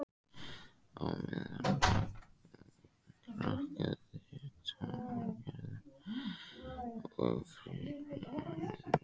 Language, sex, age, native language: Icelandic, male, 14, Icelandic